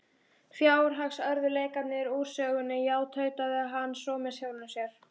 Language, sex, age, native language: Icelandic, female, 12, Icelandic